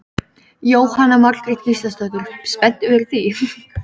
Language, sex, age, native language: Icelandic, female, 13, Icelandic